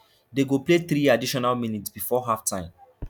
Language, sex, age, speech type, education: Nigerian Pidgin, male, 15-29, spontaneous, tertiary